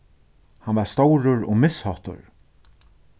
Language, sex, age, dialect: Faroese, male, 36-60, Suðurstreymoy